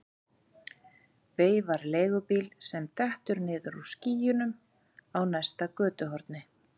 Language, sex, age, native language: Icelandic, female, 40-49, Icelandic